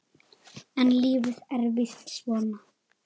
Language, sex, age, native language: Icelandic, male, 7, Icelandic